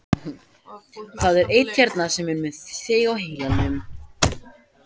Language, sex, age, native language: Icelandic, female, 14, Icelandic